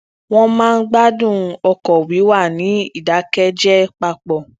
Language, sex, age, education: Yoruba, female, 15-29, tertiary